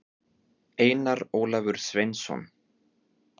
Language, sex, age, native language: Icelandic, male, 30-39, Icelandic